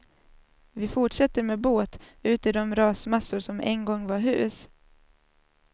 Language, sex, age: Swedish, female, 27